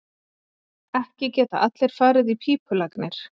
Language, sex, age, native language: Icelandic, female, 30-39, Icelandic